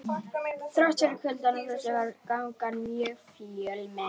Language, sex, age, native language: Icelandic, female, 11, Icelandic